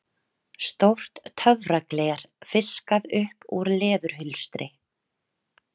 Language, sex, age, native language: Icelandic, female, 30-39, Icelandic